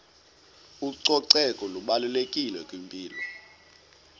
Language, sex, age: Xhosa, male, 20